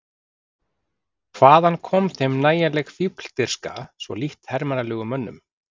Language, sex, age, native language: Icelandic, male, 40-49, Icelandic